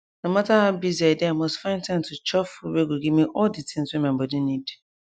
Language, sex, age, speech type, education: Nigerian Pidgin, female, 15-29, spontaneous, tertiary